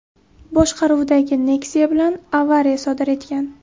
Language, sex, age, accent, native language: Uzbek, female, 18-24, Buxoro, Uzbek